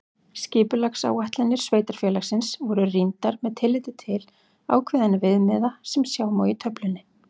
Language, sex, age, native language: Icelandic, female, 40-49, Icelandic